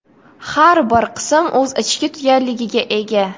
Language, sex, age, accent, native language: Uzbek, female, 18-24, Jizzax, Uzbek